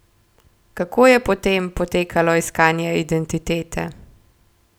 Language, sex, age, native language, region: Slovenian, female, 18-29, Slovenian, Gorenjska region